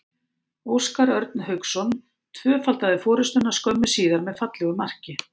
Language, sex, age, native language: Icelandic, female, 50-59, Icelandic